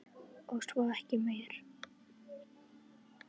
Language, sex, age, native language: Icelandic, female, 9, Icelandic